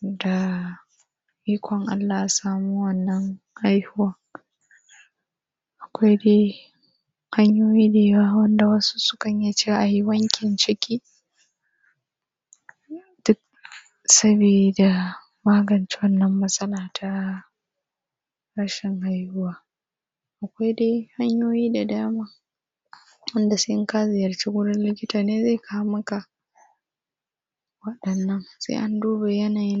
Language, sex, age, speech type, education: Hausa, female, 15-29, spontaneous, primary